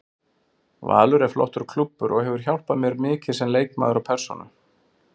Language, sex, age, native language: Icelandic, male, 40-49, Icelandic